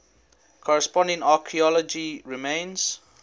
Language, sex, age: English, male, 21